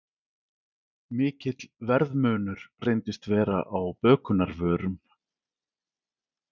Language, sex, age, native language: Icelandic, male, 40-49, Icelandic